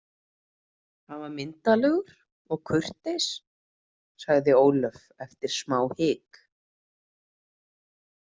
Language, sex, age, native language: Icelandic, female, 30-39, Icelandic